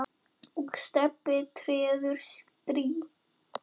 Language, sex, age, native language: Icelandic, female, 9, Icelandic